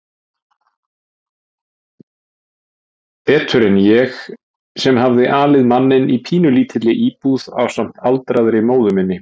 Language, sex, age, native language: Icelandic, male, 40-49, Icelandic